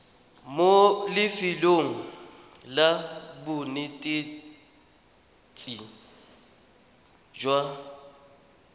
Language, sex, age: Tswana, male, 21